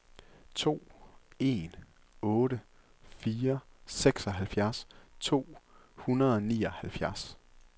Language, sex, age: Danish, male, 24